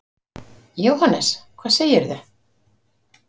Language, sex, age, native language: Icelandic, female, 50-59, Icelandic